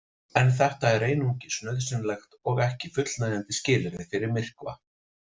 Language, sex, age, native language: Icelandic, male, 40-49, Icelandic